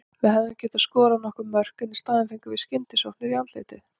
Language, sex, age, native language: Icelandic, female, 40-49, Icelandic